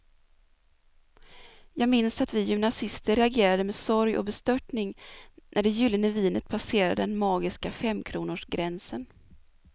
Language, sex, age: Swedish, female, 24